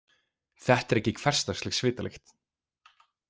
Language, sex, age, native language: Icelandic, male, 20-29, Icelandic